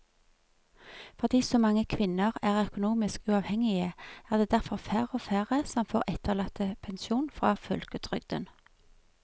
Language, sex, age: Norwegian, female, 46